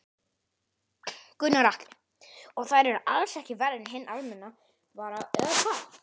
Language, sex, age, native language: Icelandic, male, 18-19, Icelandic